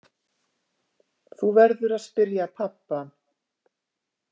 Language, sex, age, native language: Icelandic, female, 50-59, Icelandic